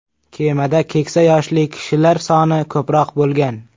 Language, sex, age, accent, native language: Uzbek, male, 25-34, Samarqand, Uzbek